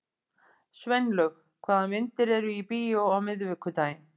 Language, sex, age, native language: Icelandic, female, 50-59, Icelandic